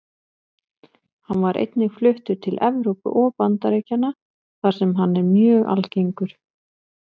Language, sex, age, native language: Icelandic, female, 20-29, Icelandic